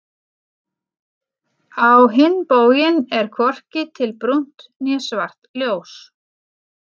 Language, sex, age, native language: Icelandic, female, 40-49, Icelandic